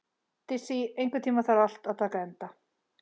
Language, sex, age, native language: Icelandic, female, 30-39, Icelandic